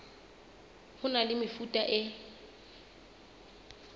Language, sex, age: Southern Sotho, female, 29